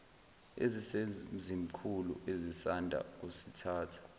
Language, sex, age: Zulu, male, 20